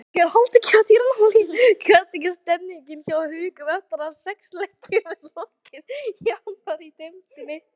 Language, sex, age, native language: Icelandic, female, 18-19, Icelandic